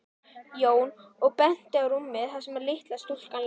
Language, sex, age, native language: Icelandic, female, 11, Icelandic